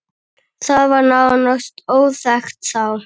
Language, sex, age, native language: Icelandic, female, 9, Icelandic